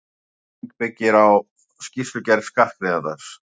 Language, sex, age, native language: Icelandic, male, 50-59, Icelandic